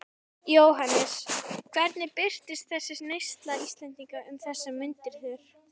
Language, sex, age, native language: Icelandic, female, 13, Icelandic